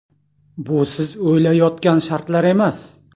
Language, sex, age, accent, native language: Uzbek, male, 35+, Toshkent shahri, Uzbek